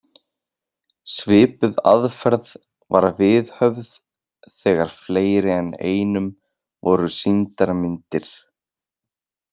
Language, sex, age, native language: Icelandic, male, 20-29, Icelandic